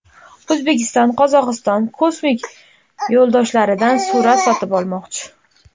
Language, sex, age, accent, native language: Uzbek, female, 18-24, Andijon, Uzbek